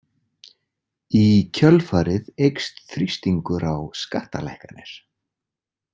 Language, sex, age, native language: Icelandic, male, 40-49, Icelandic